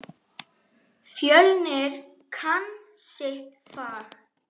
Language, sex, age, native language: Icelandic, female, 8, Icelandic